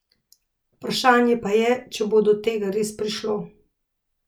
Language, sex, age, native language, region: Slovenian, female, 30-49, Slovenian, Central Slovenia